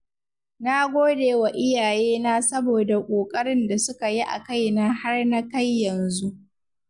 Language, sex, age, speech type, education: Hausa, female, 15-29, read, secondary